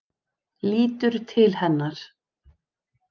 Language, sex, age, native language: Icelandic, female, 20-29, Icelandic